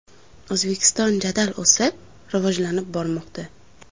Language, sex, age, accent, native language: Uzbek, female, under 19, Samarqand, Uzbek